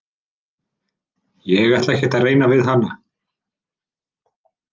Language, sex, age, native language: Icelandic, male, 30-39, Icelandic